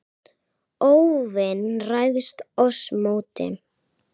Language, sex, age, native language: Icelandic, female, 9, Icelandic